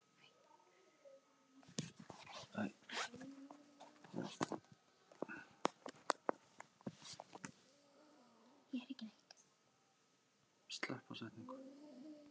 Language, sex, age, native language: Icelandic, female, 8, Icelandic